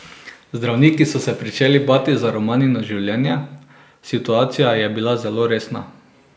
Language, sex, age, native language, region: Slovenian, male, 18-29, Slovenian, Drava region